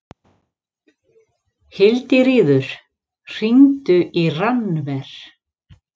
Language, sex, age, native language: Icelandic, female, 40-49, Icelandic